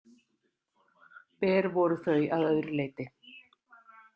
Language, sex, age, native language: Icelandic, female, 60-69, Icelandic